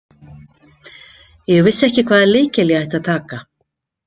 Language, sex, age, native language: Icelandic, female, 50-59, Icelandic